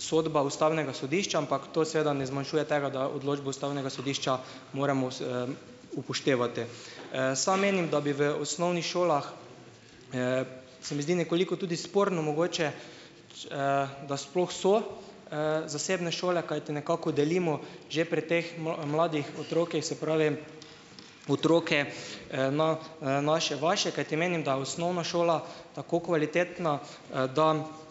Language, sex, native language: Slovenian, male, Slovenian